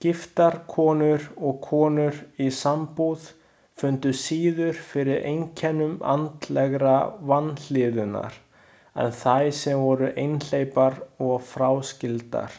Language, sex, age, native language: Icelandic, male, 20-29, Chinese